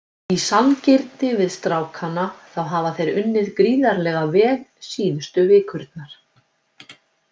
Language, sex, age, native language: Icelandic, female, 50-59, Icelandic